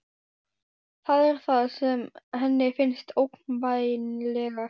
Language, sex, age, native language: Icelandic, female, 12, Icelandic